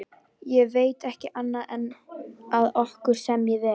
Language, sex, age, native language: Icelandic, female, 11, Icelandic